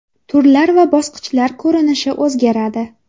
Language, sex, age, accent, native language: Uzbek, female, 19-29, Jizzax, Uzbek